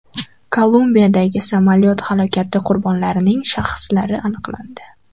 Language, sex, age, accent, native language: Uzbek, female, 12-17, Farg'ona, Uzbek